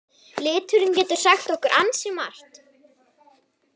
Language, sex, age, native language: Icelandic, female, 11, Icelandic